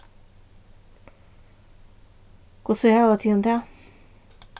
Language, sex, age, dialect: Faroese, female, 36-60, Vágar